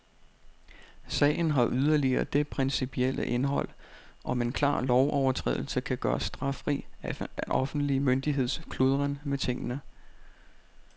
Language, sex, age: Danish, male, 32